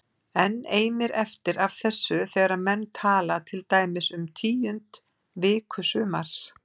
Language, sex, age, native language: Icelandic, female, 50-59, Icelandic